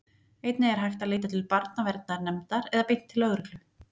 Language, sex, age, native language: Icelandic, female, 40-49, Icelandic